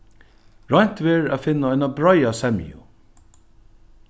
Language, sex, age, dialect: Faroese, male, 61+, Norðuroyggjar